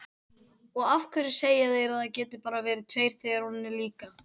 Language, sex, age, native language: Icelandic, female, 18-19, Icelandic